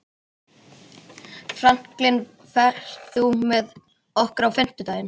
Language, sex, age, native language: Icelandic, female, 30-39, Icelandic